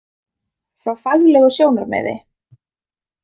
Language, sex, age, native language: Icelandic, female, 20-29, Icelandic